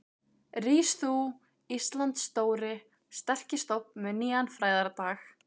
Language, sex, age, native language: Icelandic, female, 15, Icelandic